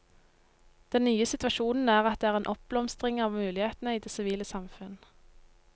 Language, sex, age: Norwegian, female, 19